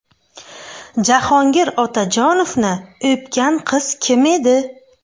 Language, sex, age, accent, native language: Uzbek, female, 25-34, Buxoro, Uzbek